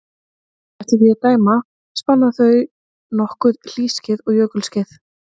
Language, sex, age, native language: Icelandic, female, 30-39, Icelandic